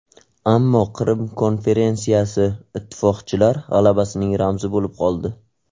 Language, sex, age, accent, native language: Uzbek, male, 18-24, Qashqadaryo, Uzbek